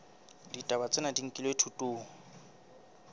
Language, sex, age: Southern Sotho, male, 23